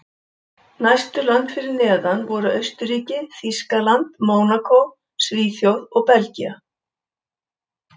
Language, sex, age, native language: Icelandic, female, 70-79, Icelandic